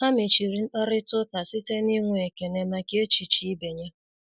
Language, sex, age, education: Igbo, female, 30-45, secondary